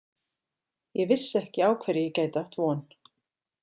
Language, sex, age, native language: Icelandic, female, 40-49, Icelandic